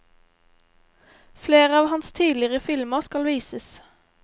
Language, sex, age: Norwegian, female, 18